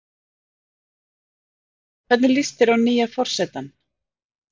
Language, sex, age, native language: Icelandic, female, 40-49, Icelandic